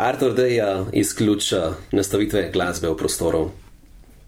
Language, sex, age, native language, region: Slovenian, male, 30-49, Slovenian, Central Slovenia